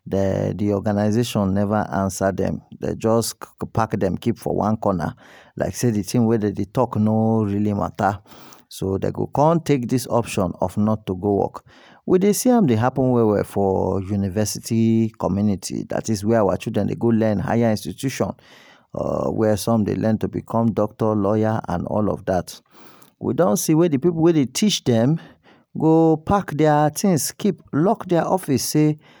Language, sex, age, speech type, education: Nigerian Pidgin, male, 30-45, spontaneous, tertiary